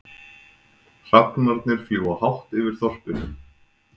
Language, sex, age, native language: Icelandic, male, 20-29, Icelandic